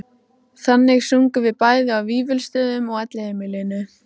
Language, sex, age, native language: Icelandic, female, 14, Icelandic